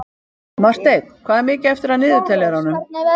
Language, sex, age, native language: Icelandic, female, 50-59, Icelandic